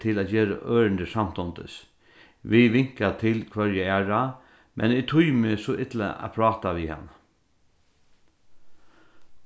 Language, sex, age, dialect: Faroese, male, 36-60, Norðurstreymoy/Eysturoy